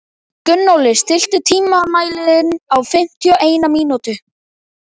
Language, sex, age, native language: Icelandic, male, 12, Icelandic